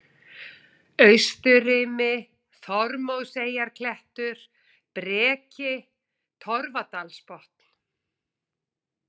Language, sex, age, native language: Icelandic, female, 40-49, Icelandic